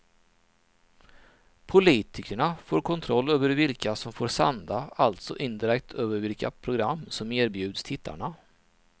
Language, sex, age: Swedish, male, 39